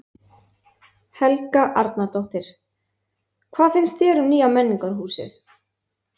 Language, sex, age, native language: Icelandic, female, 20-29, Icelandic